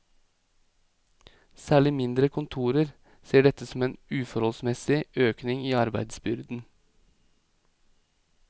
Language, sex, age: Norwegian, male, 28